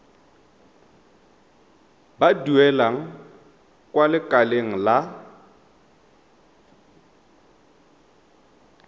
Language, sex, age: Tswana, male, 31